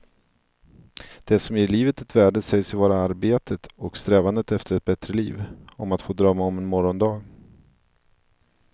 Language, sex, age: Swedish, male, 42